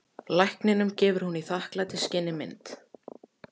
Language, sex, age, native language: Icelandic, male, 14, Icelandic